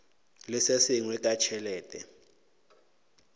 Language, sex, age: Northern Sotho, male, 18